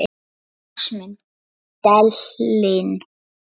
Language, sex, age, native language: Icelandic, female, 9, Lithuanian